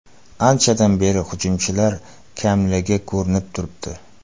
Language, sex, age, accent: Uzbek, male, 25-34, Qoraqalpog'iston